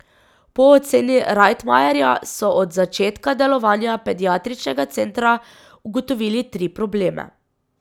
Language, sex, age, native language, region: Slovenian, female, 18-29, Slovenian, Drava region